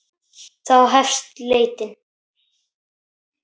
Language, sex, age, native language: Icelandic, male, 10, Icelandic